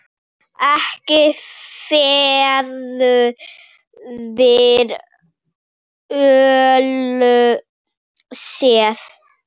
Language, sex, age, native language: Icelandic, female, 7, Icelandic